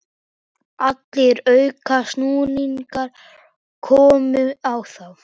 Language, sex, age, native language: Icelandic, male, 18-19, Icelandic